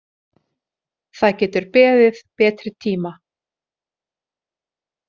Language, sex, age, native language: Icelandic, female, 40-49, Icelandic